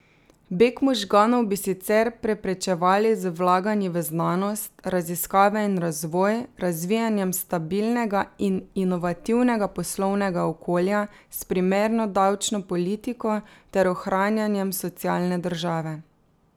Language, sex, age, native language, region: Slovenian, female, 30-49, Slovenian, Drava region